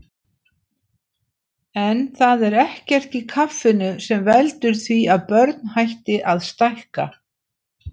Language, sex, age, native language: Icelandic, female, 60-69, Icelandic